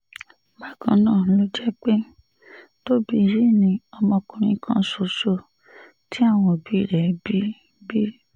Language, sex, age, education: Yoruba, female, 30-45, tertiary